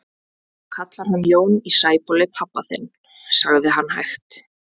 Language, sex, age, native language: Icelandic, female, 20-29, Icelandic